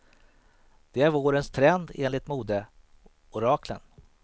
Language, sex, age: Swedish, male, 38